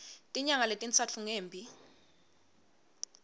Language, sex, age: Swati, female, 22